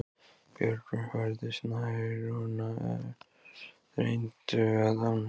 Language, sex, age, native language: Icelandic, male, 14, Icelandic